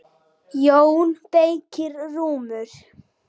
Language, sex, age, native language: Icelandic, female, 6, Icelandic